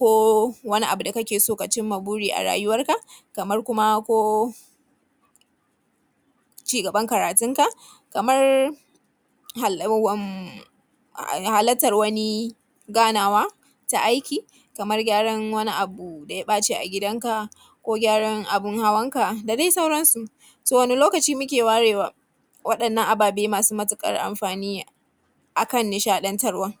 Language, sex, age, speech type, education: Hausa, female, 15-29, spontaneous, tertiary